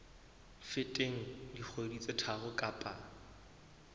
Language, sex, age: Southern Sotho, male, 20